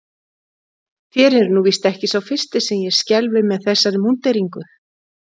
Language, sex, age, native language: Icelandic, female, 40-49, Icelandic